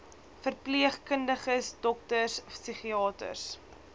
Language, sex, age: Afrikaans, female, 20